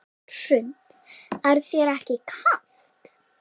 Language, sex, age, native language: Icelandic, female, 7, Icelandic